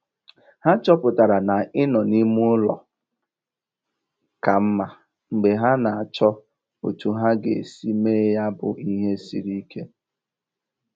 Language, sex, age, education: Igbo, male, 15-29, tertiary